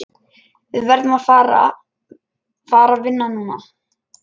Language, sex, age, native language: Icelandic, male, 11, Lithuanian